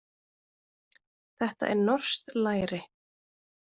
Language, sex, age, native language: Icelandic, female, 20-29, Icelandic